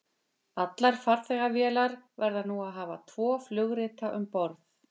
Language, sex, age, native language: Icelandic, female, 50-59, Icelandic